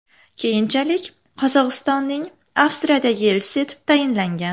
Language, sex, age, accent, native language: Uzbek, female, 18-24, Farg'ona, Uzbek